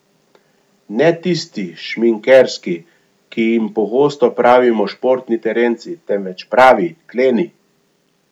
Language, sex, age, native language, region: Slovenian, male, 50-59, Slovenian, Gorenjska region